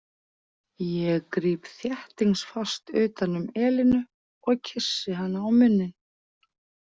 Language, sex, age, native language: Icelandic, female, 40-49, Icelandic